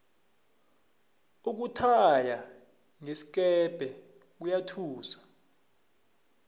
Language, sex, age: South Ndebele, male, 21